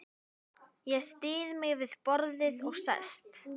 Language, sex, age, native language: Icelandic, female, 11, Icelandic